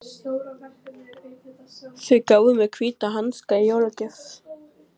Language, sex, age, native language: Icelandic, female, 16, Icelandic